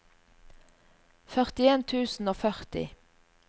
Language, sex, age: Norwegian, female, 38